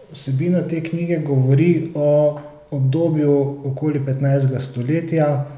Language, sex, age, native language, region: Slovenian, male, 30-49, Slovenian, Central Slovenia